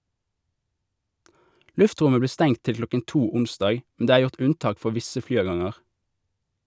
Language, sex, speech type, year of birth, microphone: Norwegian, male, read, 1988, Shure